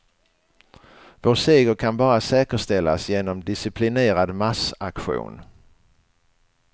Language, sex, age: Swedish, male, 61